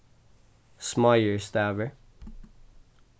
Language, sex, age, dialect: Faroese, male, 15-35, Suðurstreymoy